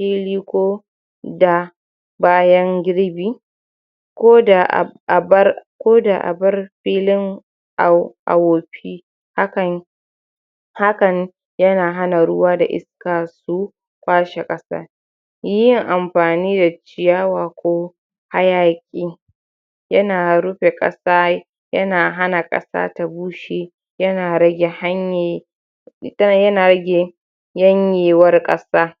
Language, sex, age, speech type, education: Hausa, female, 46-60, spontaneous, tertiary